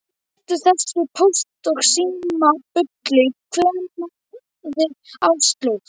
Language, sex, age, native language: Icelandic, male, 12, Icelandic